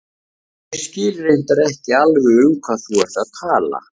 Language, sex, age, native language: Icelandic, male, 50-59, Icelandic